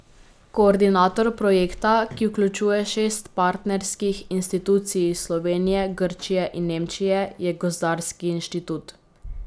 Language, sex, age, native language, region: Slovenian, female, 18-29, Slovenian, Drava region